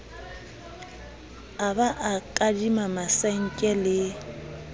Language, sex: Southern Sotho, female